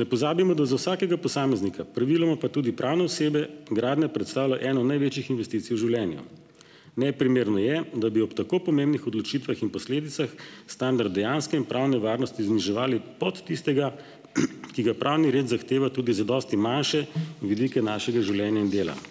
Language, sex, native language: Slovenian, male, Slovenian